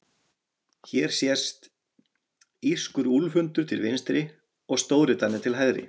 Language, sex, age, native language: Icelandic, male, 40-49, Icelandic